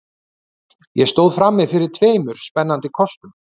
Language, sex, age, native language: Icelandic, male, 30-39, Icelandic